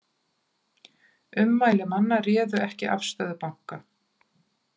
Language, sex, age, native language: Icelandic, female, 40-49, Icelandic